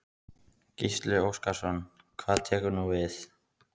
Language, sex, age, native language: Icelandic, male, 15, Icelandic